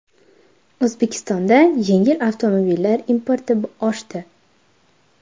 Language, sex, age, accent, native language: Uzbek, female, under 19, Farg'ona, Uzbek